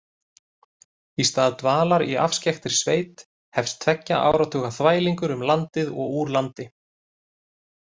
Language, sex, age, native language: Icelandic, male, 30-39, Icelandic